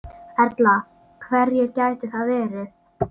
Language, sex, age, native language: Icelandic, female, 9, Icelandic